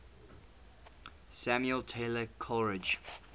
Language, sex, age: English, male, 19